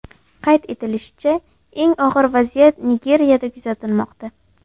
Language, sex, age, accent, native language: Uzbek, female, 18-24, Andijon, Uzbek